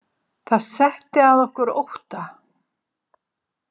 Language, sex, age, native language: Icelandic, female, 70-79, Icelandic